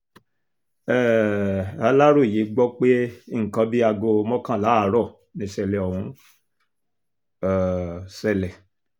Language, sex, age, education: Yoruba, male, 46-60, tertiary